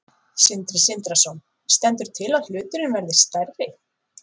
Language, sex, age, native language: Icelandic, female, 40-49, Icelandic